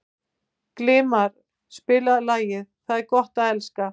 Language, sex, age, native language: Icelandic, female, 50-59, Icelandic